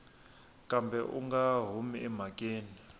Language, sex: Tsonga, male